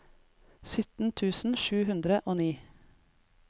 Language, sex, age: Norwegian, female, 33